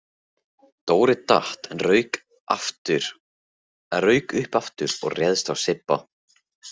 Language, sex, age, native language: Icelandic, male, 15, Icelandic